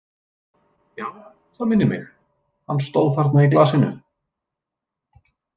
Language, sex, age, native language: Icelandic, male, 20-29, Icelandic